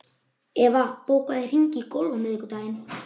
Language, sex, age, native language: Icelandic, male, 11, Icelandic